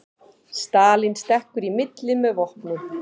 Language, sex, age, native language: Icelandic, female, 50-59, Icelandic